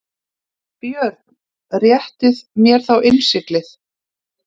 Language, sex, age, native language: Icelandic, female, 30-39, Icelandic